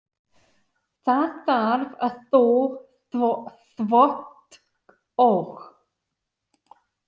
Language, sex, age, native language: Icelandic, female, 60-69, English